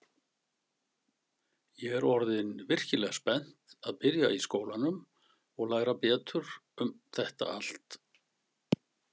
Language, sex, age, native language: Icelandic, male, 60-69, Icelandic